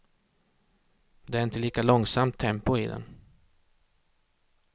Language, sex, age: Swedish, male, 36